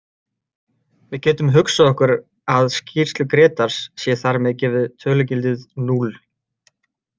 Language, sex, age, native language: Icelandic, male, 30-39, Icelandic